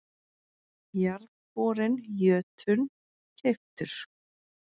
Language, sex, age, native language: Icelandic, female, 40-49, Icelandic